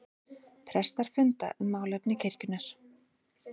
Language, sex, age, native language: Icelandic, female, 40-49, Icelandic